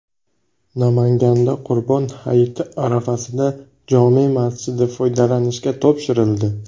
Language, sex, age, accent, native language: Uzbek, male, 18-24, Buxoro, Uzbek